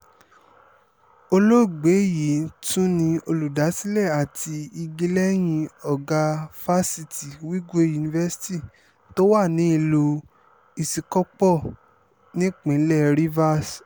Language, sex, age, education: Yoruba, male, 15-29, tertiary